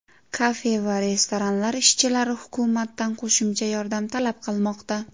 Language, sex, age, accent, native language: Uzbek, female, 18-24, Jizzax, Uzbek